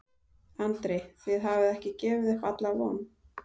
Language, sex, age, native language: Icelandic, female, 30-39, Icelandic